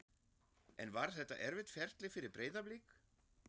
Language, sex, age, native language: Icelandic, male, 40-49, German